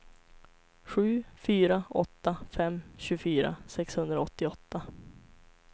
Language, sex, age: Swedish, female, 25